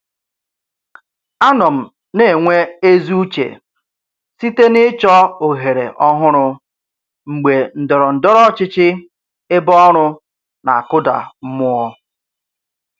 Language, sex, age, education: Igbo, male, 30-45, tertiary